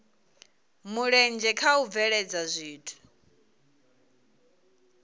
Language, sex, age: Venda, female, 22